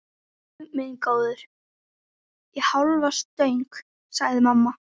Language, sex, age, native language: Icelandic, female, 13, Icelandic